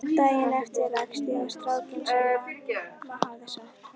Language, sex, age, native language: Icelandic, female, 11, Icelandic